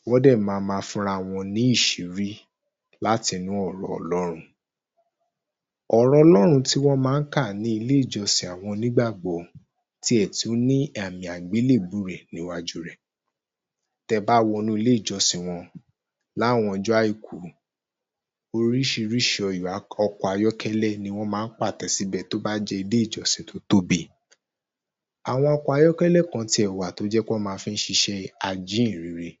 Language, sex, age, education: Yoruba, male, 15-29, tertiary